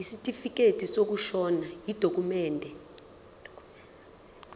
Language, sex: Zulu, female